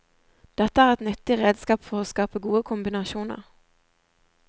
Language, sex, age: Norwegian, female, 20